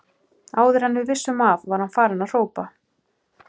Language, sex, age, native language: Icelandic, male, 12, Icelandic